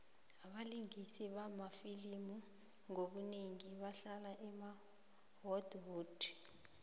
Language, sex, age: South Ndebele, female, 23